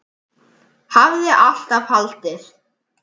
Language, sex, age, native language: Icelandic, male, 10, Icelandic